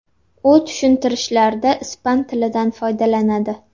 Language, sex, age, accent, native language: Uzbek, female, 19-29, Namangan, Uzbek